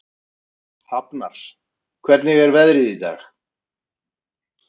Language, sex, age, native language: Icelandic, male, 50-59, Icelandic